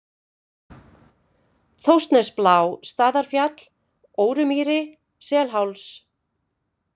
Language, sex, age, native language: Icelandic, female, 50-59, Icelandic